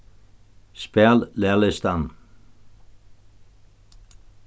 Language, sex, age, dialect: Faroese, male, 61+, Norðurstreymoy/Eysturoy